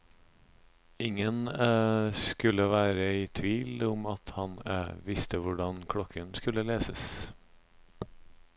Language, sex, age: Norwegian, male, 26